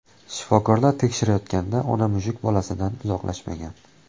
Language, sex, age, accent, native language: Uzbek, male, 25-34, Toshkent viloyati, Uzbek